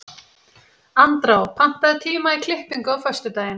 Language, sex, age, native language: Icelandic, female, 30-39, Icelandic